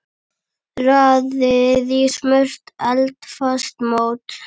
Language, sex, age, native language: Icelandic, female, 9, Icelandic